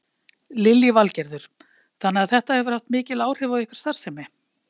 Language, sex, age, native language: Icelandic, female, 50-59, Icelandic